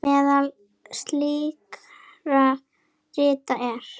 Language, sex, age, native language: Icelandic, female, 10, Icelandic